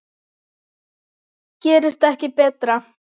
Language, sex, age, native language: Icelandic, female, 10, Icelandic